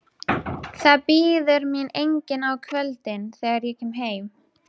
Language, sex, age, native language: Icelandic, female, 12, Icelandic